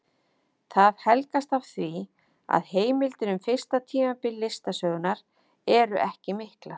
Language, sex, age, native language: Icelandic, female, 50-59, Icelandic